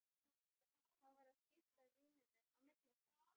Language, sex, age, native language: Icelandic, female, 12, Icelandic